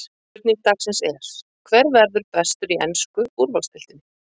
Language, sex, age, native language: Icelandic, female, 50-59, Icelandic